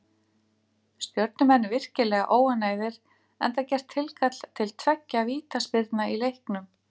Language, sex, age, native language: Icelandic, female, 50-59, Icelandic